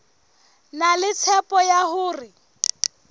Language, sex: Southern Sotho, female